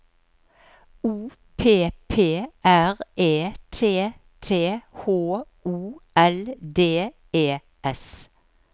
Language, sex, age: Norwegian, female, 63